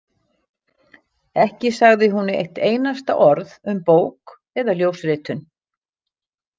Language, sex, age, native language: Icelandic, female, 60-69, Icelandic